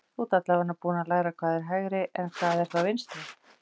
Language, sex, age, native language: Icelandic, female, 40-49, Icelandic